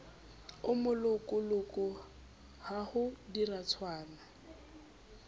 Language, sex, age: Southern Sotho, female, 29